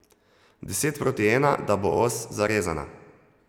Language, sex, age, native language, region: Slovenian, male, 30-49, Slovenian, Zasavska region